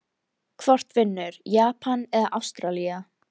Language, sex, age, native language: Icelandic, female, 13, Icelandic